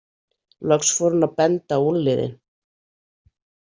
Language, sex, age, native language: Icelandic, female, 40-49, Icelandic